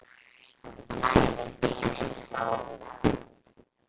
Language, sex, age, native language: Icelandic, female, 10, Icelandic